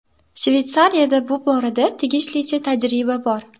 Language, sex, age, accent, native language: Uzbek, female, 18-24, Samarqand, Uzbek